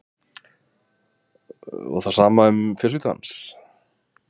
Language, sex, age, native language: Icelandic, male, 20-29, Icelandic